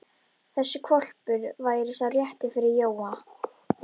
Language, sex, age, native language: Icelandic, female, 11, Icelandic